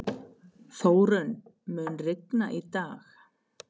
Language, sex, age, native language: Icelandic, female, 50-59, Icelandic